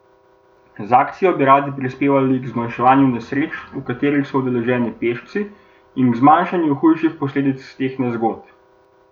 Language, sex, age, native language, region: Slovenian, male, 18-29, Slovenian, Gorenjska region